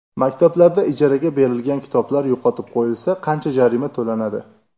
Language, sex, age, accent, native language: Uzbek, male, 25-34, Jizzax, Uzbek